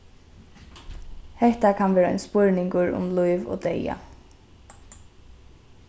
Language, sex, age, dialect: Faroese, female, 15-35, Norðurstreymoy/Eysturoy